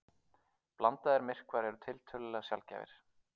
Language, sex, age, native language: Icelandic, male, 30-39, Icelandic